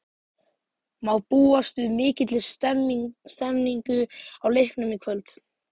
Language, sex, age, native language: Icelandic, male, 18-19, Icelandic